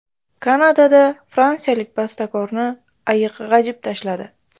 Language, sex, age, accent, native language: Uzbek, female, 25-34, Buxoro, Uzbek